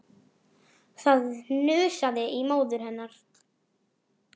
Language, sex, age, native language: Icelandic, female, 40-49, Icelandic